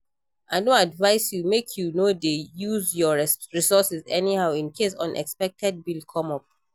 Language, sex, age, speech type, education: Nigerian Pidgin, female, 15-29, read, primary